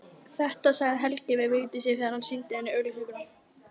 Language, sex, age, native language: Icelandic, female, 15, Icelandic